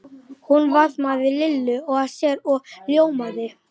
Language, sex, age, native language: Icelandic, male, 11, Icelandic